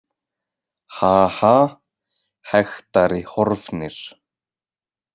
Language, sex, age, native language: Icelandic, male, 20-29, Icelandic